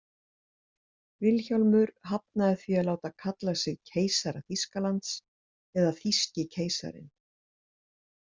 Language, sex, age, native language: Icelandic, female, 60-69, Icelandic